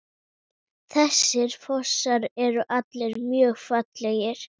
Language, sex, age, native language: Icelandic, female, 8, Icelandic